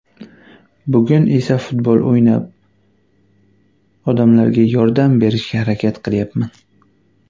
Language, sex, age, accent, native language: Uzbek, male, 19-29, Qashqadaryo, Uzbek